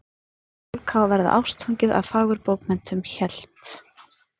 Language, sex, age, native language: Icelandic, female, 50-59, Icelandic